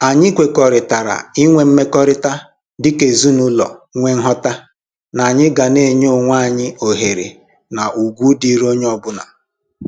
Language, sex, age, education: Igbo, male, 15-29, tertiary